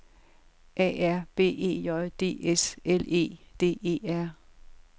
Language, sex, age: Danish, female, 67